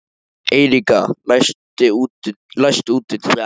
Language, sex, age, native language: Icelandic, male, 13, Icelandic